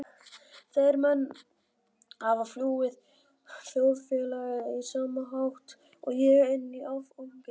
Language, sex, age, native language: Icelandic, female, 50-59, Icelandic